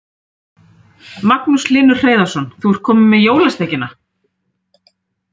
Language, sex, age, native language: Icelandic, female, 30-39, Icelandic